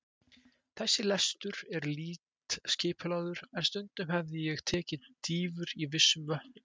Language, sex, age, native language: Icelandic, male, 20-29, Icelandic